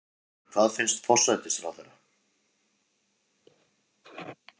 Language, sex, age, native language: Icelandic, male, 50-59, Icelandic